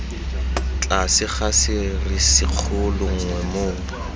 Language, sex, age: Tswana, male, 23